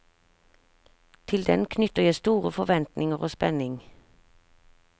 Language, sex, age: Norwegian, female, 46